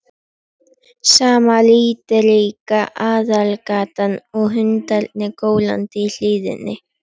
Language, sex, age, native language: Icelandic, female, 11, Icelandic